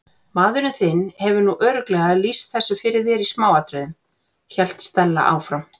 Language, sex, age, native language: Icelandic, female, 40-49, Icelandic